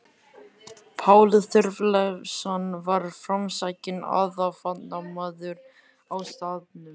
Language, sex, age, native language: Icelandic, male, 11, Icelandic